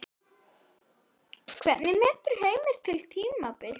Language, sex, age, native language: Icelandic, female, 9, Icelandic